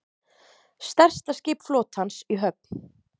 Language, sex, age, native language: Icelandic, female, 30-39, Icelandic